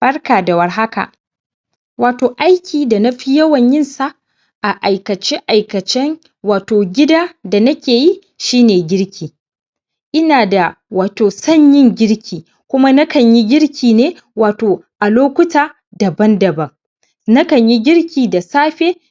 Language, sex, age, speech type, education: Hausa, female, 30-45, spontaneous, primary